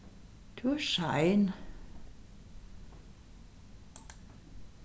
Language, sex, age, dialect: Faroese, female, 61+, Suðurstreymoy